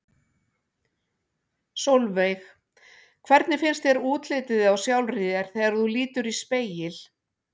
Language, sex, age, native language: Icelandic, female, 60-69, Icelandic